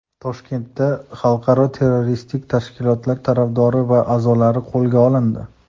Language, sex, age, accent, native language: Uzbek, male, 19-29, Toshkent shahri, Uzbek